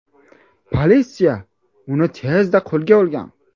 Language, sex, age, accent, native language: Uzbek, male, 18-24, Buxoro, Uzbek